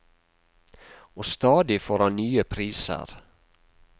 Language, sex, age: Norwegian, male, 48